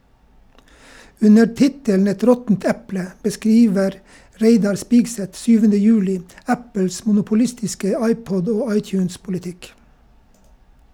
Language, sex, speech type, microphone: Norwegian, male, read, Shure